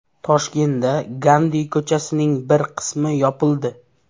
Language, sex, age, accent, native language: Uzbek, male, 18-24, Namangan, Uzbek